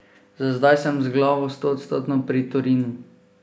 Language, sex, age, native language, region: Slovenian, male, 18-29, Slovenian, Drava region